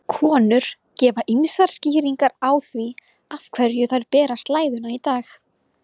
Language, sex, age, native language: Icelandic, female, 20-29, Icelandic